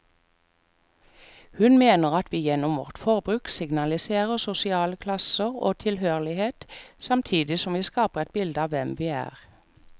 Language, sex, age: Norwegian, female, 45